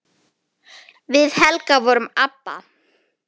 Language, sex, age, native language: Icelandic, female, 9, Icelandic